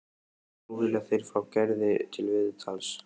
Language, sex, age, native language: Icelandic, male, 15, Icelandic